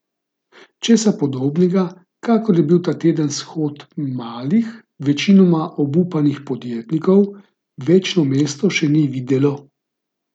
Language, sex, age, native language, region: Slovenian, male, 50-59, Slovenian, Gorica region